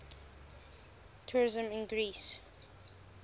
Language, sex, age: English, female, 20